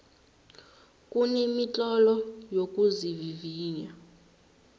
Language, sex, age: South Ndebele, female, 19